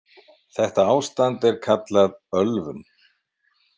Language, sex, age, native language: Icelandic, male, 50-59, Icelandic